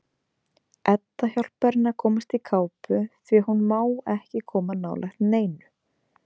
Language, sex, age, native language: Icelandic, female, 20-29, Icelandic